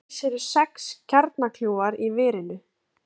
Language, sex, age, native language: Icelandic, female, 20-29, Icelandic